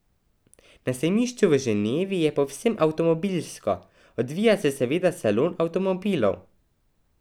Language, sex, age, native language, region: Slovenian, male, 12-17, Slovenian, Drava region